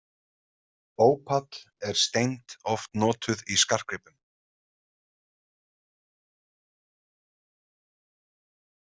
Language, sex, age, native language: Icelandic, male, 30-39, Icelandic